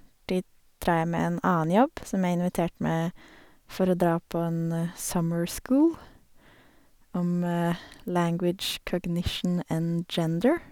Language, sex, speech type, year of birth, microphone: Norwegian, female, spontaneous, 1987, Sennheiser